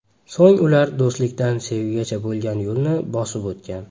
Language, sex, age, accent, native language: Uzbek, male, 19-29, Farg'ona, Uzbek